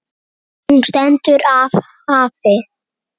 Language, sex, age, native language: Icelandic, male, 8, Icelandic